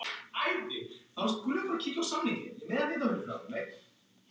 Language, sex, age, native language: Icelandic, female, 10, Icelandic